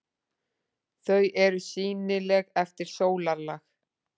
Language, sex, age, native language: Icelandic, female, 40-49, Icelandic